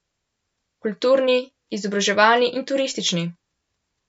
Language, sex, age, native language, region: Slovenian, male, 12-17, Slovenian, Central Slovenia